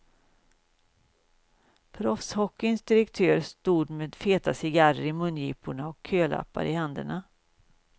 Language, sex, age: Swedish, female, 56